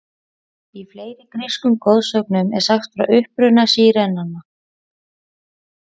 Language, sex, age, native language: Icelandic, female, 40-49, Icelandic